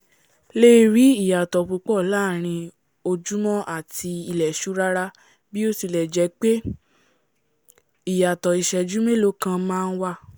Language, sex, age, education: Yoruba, female, 15-29, tertiary